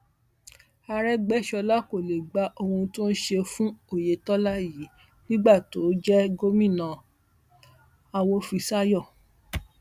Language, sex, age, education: Yoruba, female, 46-60, tertiary